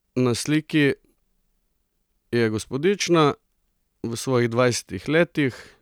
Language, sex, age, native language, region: Slovenian, male, 30-49, Slovenian, Coastal Karst region